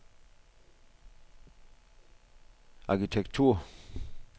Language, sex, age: Danish, male, 62